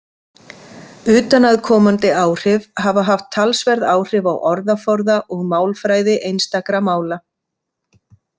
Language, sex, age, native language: Icelandic, female, 50-59, Icelandic